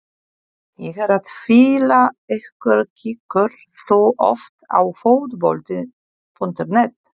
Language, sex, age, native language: Icelandic, female, 40-49, Polish